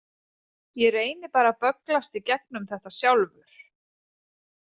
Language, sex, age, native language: Icelandic, female, 30-39, Icelandic